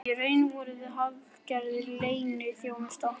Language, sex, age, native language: Icelandic, male, 11, Icelandic